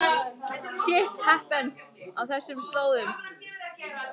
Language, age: Icelandic, 18-19